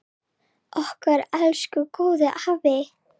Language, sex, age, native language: Icelandic, female, 7, Serbo-Croatian